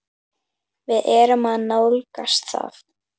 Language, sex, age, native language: Icelandic, female, 10, Icelandic